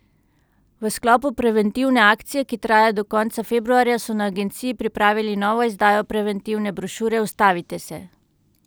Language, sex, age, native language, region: Slovenian, female, 30-49, Slovenian, Central Slovenia